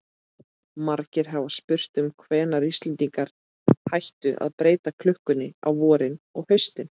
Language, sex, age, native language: Icelandic, female, 30-39, Icelandic